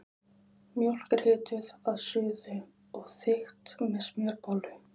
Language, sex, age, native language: Icelandic, female, 20-29, Icelandic